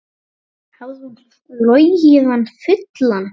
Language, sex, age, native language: Icelandic, male, 9, Icelandic